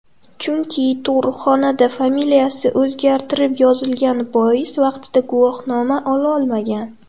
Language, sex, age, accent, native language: Uzbek, female, under 19, Buxoro, Uzbek